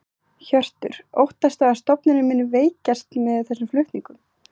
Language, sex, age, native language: Icelandic, female, 20-29, Icelandic